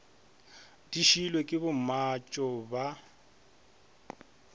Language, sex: Northern Sotho, male